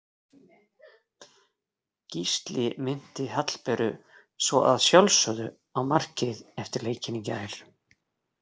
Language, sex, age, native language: Icelandic, male, 40-49, Icelandic